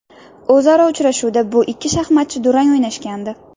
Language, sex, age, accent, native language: Uzbek, female, under 19, Navoiy, Uzbek